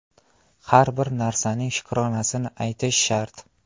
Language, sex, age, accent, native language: Uzbek, male, 18-24, Qashqadaryo, Uzbek